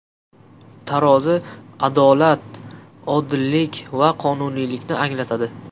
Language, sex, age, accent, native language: Uzbek, male, 18-24, Qashqadaryo, Uzbek